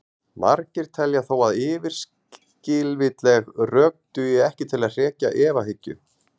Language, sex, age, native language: Icelandic, male, 40-49, Icelandic